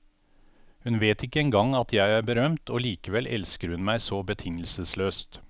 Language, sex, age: Norwegian, male, 49